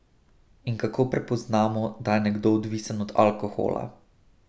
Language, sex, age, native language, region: Slovenian, male, 18-29, Slovenian, Drava region